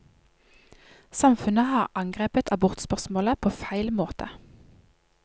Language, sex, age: Norwegian, female, 31